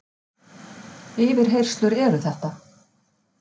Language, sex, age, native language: Icelandic, female, 50-59, Icelandic